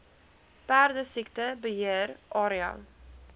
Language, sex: Afrikaans, female